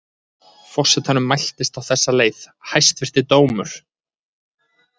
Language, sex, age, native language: Icelandic, male, 20-29, Icelandic